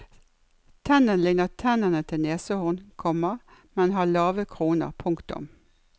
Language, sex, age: Norwegian, female, 56